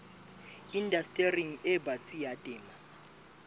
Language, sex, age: Southern Sotho, male, 25